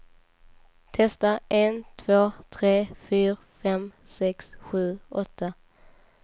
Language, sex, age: Swedish, female, 19